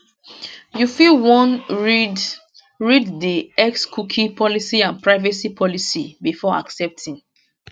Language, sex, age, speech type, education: Nigerian Pidgin, female, 15-29, spontaneous, tertiary